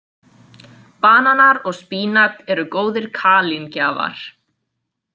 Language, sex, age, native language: Icelandic, female, 20-29, Icelandic